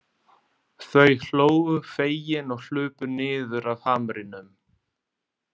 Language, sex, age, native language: Icelandic, male, 20-29, Italian